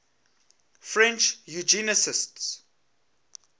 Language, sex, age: English, male, 21